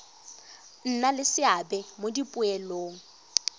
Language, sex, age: Tswana, female, 22